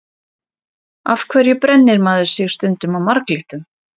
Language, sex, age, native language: Icelandic, female, 30-39, Icelandic